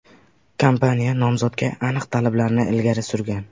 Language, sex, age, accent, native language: Uzbek, male, 18-24, Sirdaryo, Uzbek